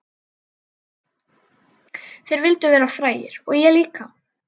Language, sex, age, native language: Icelandic, other, 12, Icelandic